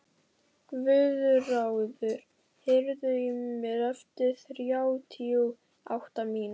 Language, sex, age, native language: Icelandic, male, 12, Icelandic